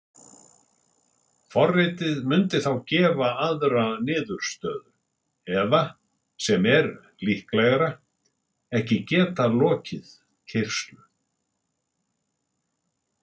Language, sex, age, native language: Icelandic, male, 60-69, Icelandic